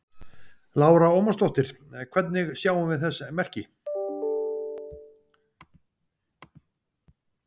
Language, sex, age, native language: Icelandic, male, 50-59, Icelandic